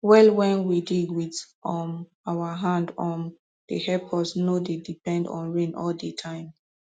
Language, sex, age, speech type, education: Nigerian Pidgin, female, 15-29, spontaneous, tertiary